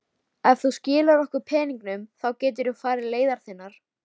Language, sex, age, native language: Icelandic, female, 13, Icelandic